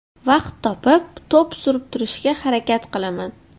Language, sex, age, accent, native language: Uzbek, female, 12-17, Toshkent shahri, Uzbek